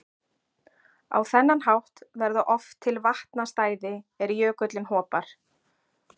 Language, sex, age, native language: Icelandic, female, 40-49, Icelandic